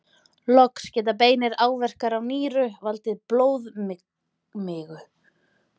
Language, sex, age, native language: Icelandic, female, 30-39, Icelandic